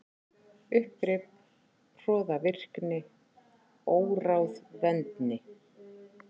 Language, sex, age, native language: Icelandic, female, 40-49, Icelandic